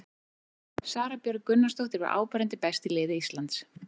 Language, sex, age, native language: Icelandic, female, 40-49, Icelandic